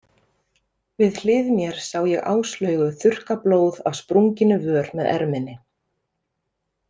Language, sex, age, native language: Icelandic, female, 30-39, Icelandic